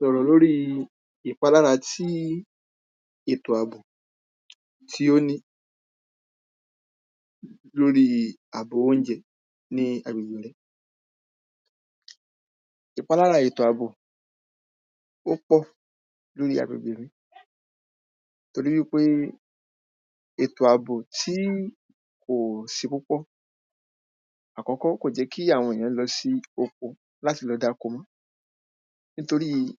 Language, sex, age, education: Yoruba, male, 15-29, primary